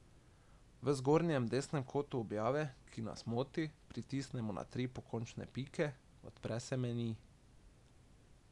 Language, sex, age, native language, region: Slovenian, male, 18-29, Slovenian, Drava region